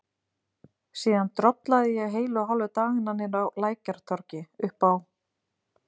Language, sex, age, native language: Icelandic, female, 30-39, Icelandic